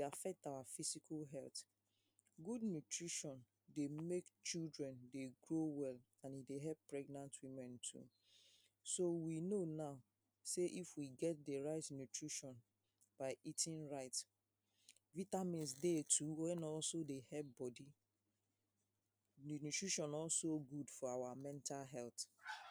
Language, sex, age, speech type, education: Nigerian Pidgin, female, 30-45, spontaneous, secondary